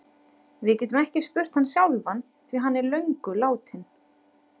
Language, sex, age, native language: Icelandic, female, 30-39, Icelandic